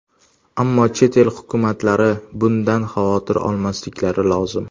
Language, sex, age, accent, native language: Uzbek, male, under 19, Toshkent shahri, Uzbek